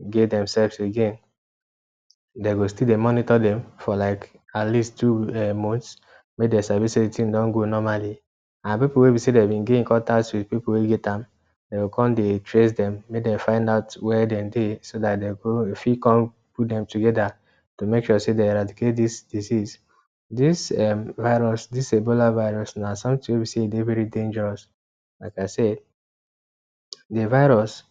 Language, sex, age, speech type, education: Nigerian Pidgin, male, 15-29, spontaneous, tertiary